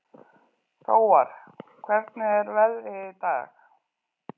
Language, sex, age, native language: Icelandic, female, 40-49, Icelandic